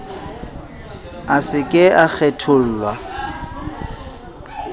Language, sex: Southern Sotho, male